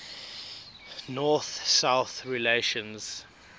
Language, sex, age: English, male, 22